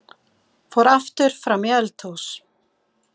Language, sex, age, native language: Icelandic, female, 50-59, Icelandic